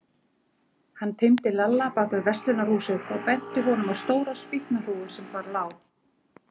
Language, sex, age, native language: Icelandic, female, 40-49, Icelandic